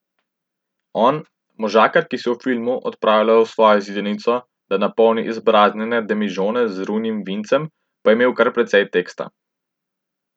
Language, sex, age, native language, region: Slovenian, male, 18-29, Slovenian, Central Slovenia